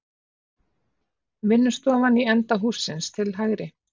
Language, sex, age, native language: Icelandic, female, 40-49, Icelandic